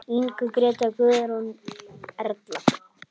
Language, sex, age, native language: Icelandic, male, 9, Icelandic